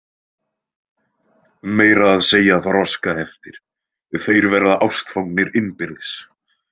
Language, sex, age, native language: Icelandic, male, 20-29, Icelandic